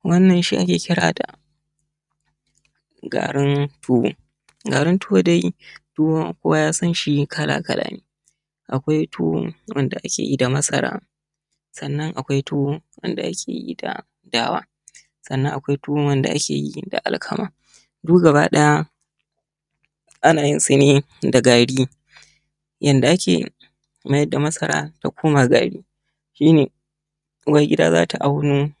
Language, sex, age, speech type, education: Hausa, male, 30-45, spontaneous, tertiary